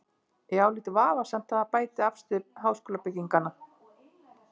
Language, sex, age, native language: Icelandic, female, 50-59, Icelandic